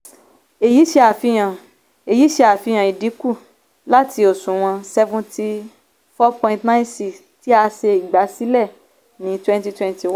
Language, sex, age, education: Yoruba, female, 15-29, tertiary